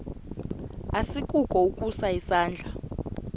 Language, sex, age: Xhosa, female, 28